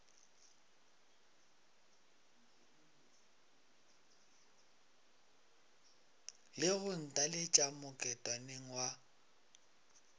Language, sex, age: Northern Sotho, male, 22